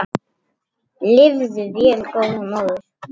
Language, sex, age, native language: Icelandic, male, 8, Icelandic